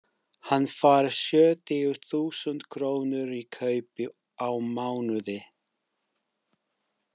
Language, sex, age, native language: Icelandic, male, 50-59, English